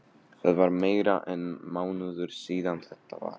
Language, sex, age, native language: Icelandic, male, 15, Polish